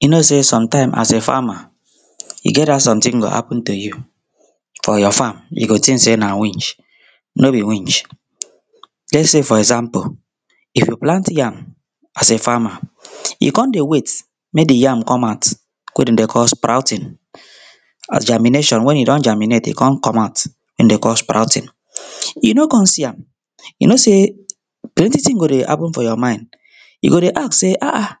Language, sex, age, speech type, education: Nigerian Pidgin, male, 30-45, spontaneous, tertiary